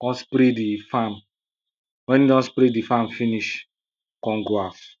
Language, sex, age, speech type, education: Nigerian Pidgin, male, 15-29, spontaneous, primary